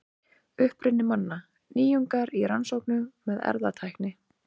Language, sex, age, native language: Icelandic, female, 30-39, Icelandic